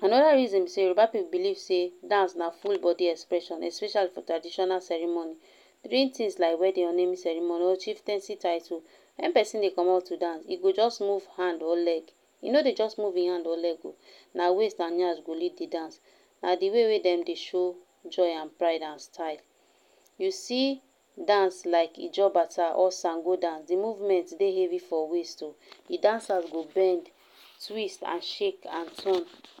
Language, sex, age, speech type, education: Nigerian Pidgin, female, 15-29, spontaneous, tertiary